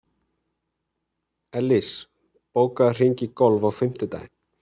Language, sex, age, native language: Icelandic, male, 30-39, Icelandic